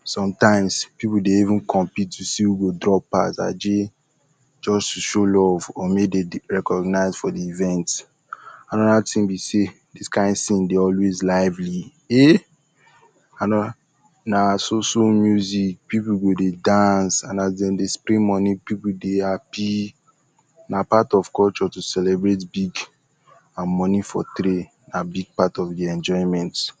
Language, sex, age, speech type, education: Nigerian Pidgin, male, 15-29, spontaneous, tertiary